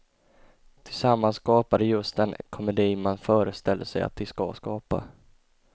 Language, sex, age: Swedish, male, 20